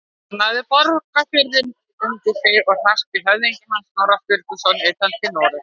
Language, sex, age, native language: Icelandic, female, 60-69, Icelandic